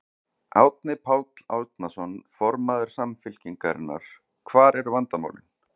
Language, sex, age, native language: Icelandic, male, 40-49, Icelandic